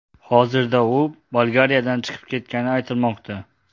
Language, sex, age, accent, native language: Uzbek, male, 18-24, Xorazm, Uzbek